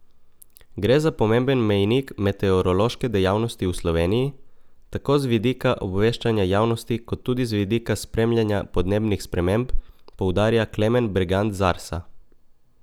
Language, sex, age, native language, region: Slovenian, male, 18-29, Slovenian, Coastal Karst region